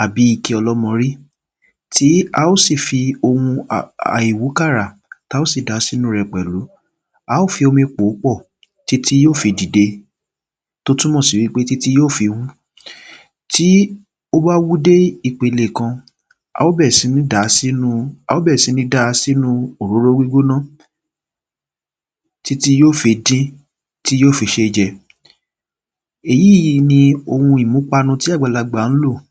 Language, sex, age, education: Yoruba, male, 15-29, tertiary